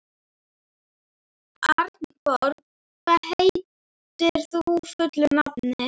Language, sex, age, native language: Icelandic, female, 11, Icelandic